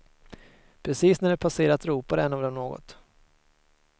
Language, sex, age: Swedish, male, 22